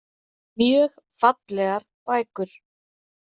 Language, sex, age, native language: Icelandic, female, 30-39, Icelandic